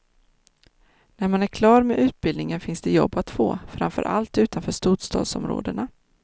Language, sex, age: Swedish, female, 30